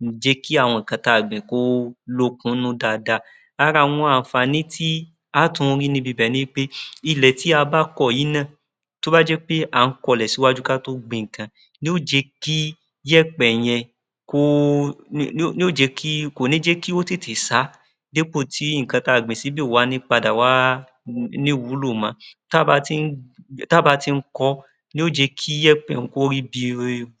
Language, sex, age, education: Yoruba, male, 30-45, tertiary